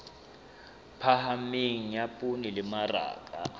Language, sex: Southern Sotho, male